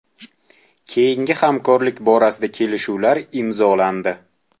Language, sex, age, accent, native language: Uzbek, male, 18-24, Toshkent viloyati, Uzbek